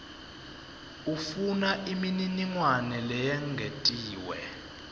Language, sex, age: Swati, male, 22